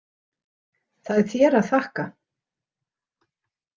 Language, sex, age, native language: Icelandic, female, 60-69, Icelandic